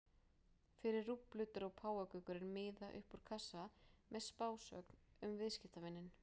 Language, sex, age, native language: Icelandic, female, 20-29, Icelandic